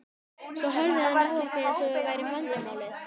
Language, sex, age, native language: Icelandic, female, 12, Icelandic